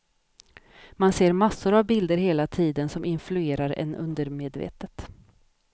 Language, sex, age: Swedish, female, 50